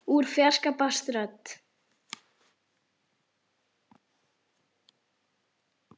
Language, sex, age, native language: Icelandic, male, 8, Icelandic